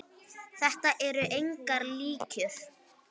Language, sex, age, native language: Icelandic, female, 9, Icelandic